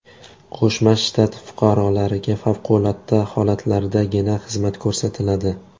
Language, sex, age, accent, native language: Uzbek, male, 18-24, Toshkent shahri, Uzbek